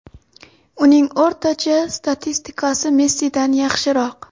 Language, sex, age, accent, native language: Uzbek, female, 18-24, Xorazm, Uzbek